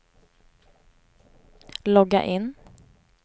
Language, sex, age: Swedish, female, 18